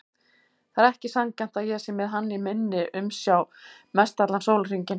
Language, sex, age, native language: Icelandic, female, 50-59, Icelandic